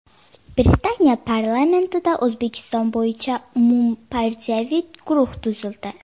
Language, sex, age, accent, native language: Uzbek, female, 12-17, Farg'ona, Uzbek